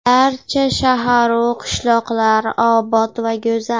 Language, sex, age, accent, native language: Uzbek, female, 12-17, Andijon, Uzbek